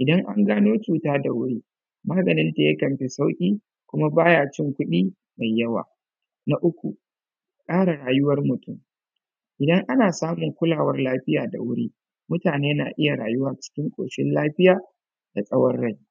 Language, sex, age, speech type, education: Hausa, female, 30-45, spontaneous, tertiary